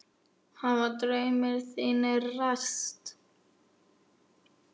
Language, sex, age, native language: Icelandic, male, 9, Icelandic